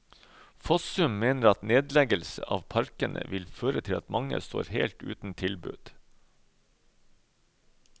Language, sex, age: Norwegian, male, 31